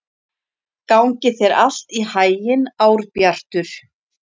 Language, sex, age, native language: Icelandic, female, 40-49, Icelandic